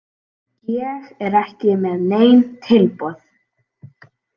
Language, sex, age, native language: Icelandic, female, 18-19, Icelandic